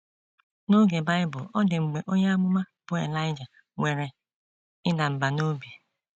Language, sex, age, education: Igbo, female, 30-45, tertiary